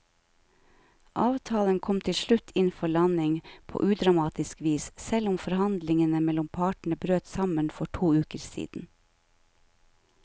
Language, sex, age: Norwegian, female, 49